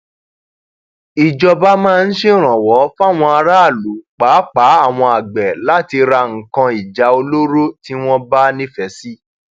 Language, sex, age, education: Yoruba, male, 30-45, tertiary